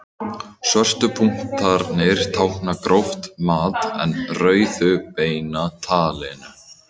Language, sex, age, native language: Icelandic, male, 18-19, Icelandic